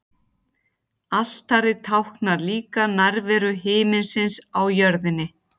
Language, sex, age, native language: Icelandic, female, 40-49, Icelandic